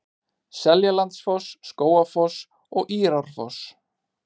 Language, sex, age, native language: Icelandic, male, 30-39, Icelandic